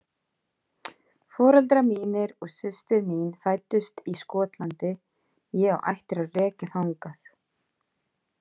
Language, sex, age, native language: Icelandic, female, 30-39, Icelandic